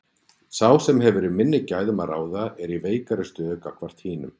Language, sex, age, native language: Icelandic, male, 40-49, Icelandic